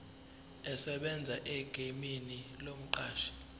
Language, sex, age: Zulu, male, 23